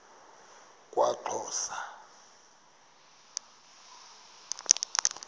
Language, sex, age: Xhosa, male, 23